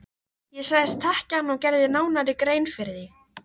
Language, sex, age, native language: Icelandic, female, 13, Icelandic